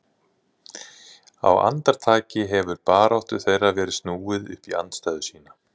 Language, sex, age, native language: Icelandic, male, 30-39, Icelandic